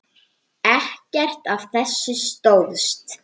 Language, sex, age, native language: Icelandic, male, 9, Icelandic